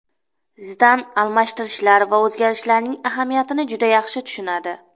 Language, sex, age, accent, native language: Uzbek, female, 25-34, Namangan, Uzbek